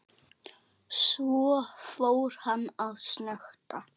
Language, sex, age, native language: Icelandic, male, 8, Icelandic